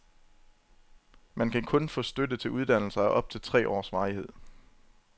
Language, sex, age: Danish, male, 27